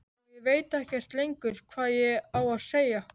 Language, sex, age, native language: Icelandic, male, 13, Icelandic